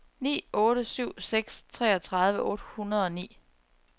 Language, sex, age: Danish, female, 34